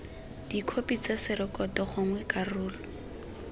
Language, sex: Tswana, female